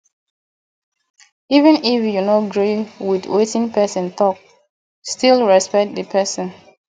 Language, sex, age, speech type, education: Nigerian Pidgin, female, 30-45, spontaneous, tertiary